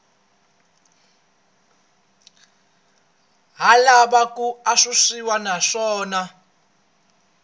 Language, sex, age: Tsonga, male, 26